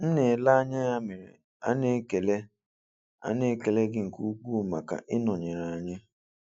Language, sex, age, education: Igbo, male, 15-29, tertiary